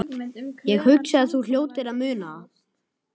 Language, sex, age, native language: Icelandic, male, 12, Icelandic